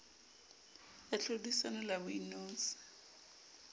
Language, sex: Southern Sotho, female